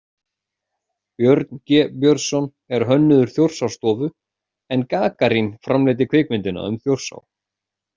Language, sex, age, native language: Icelandic, male, 40-49, Icelandic